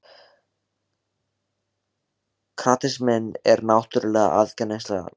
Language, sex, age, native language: Icelandic, male, 16, Icelandic